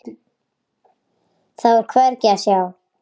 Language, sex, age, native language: Icelandic, female, 8, Icelandic